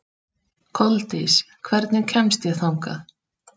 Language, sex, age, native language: Icelandic, female, 30-39, Icelandic